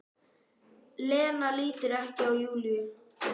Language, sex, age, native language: Icelandic, female, 9, Icelandic